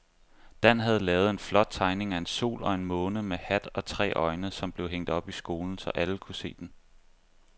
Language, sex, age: Danish, male, 25